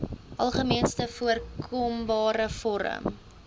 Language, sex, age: Afrikaans, female, 20